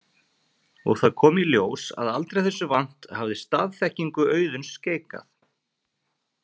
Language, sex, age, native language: Icelandic, male, 40-49, Icelandic